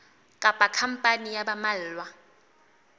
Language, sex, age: Southern Sotho, female, 20